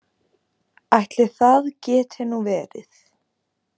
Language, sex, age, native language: Icelandic, female, 20-29, Icelandic